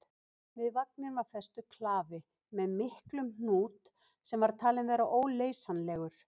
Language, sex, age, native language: Icelandic, female, 50-59, Icelandic